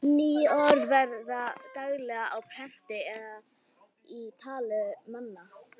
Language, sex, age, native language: Icelandic, female, 60-69, Icelandic